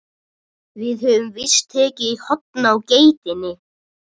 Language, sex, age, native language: Icelandic, female, 30-39, Russian